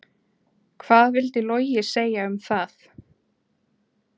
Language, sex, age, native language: Icelandic, female, 20-29, Icelandic